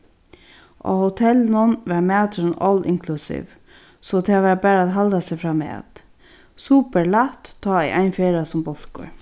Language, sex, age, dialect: Faroese, female, 36-60, Sandoy